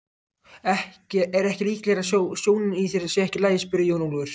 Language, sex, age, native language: Icelandic, other, 18-19, Icelandic